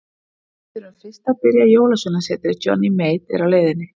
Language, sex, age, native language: Icelandic, female, 30-39, Icelandic